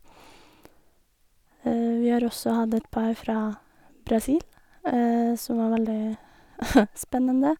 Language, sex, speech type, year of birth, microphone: Norwegian, female, spontaneous, 1988, Sennheiser